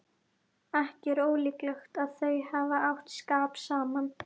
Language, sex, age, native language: Icelandic, female, 11, Icelandic